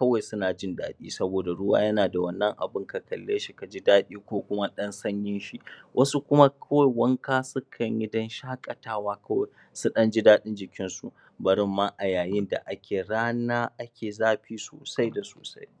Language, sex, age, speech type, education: Hausa, male, 30-45, spontaneous, tertiary